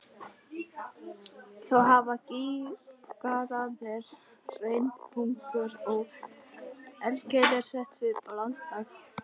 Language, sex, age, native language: Icelandic, other, 13, Icelandic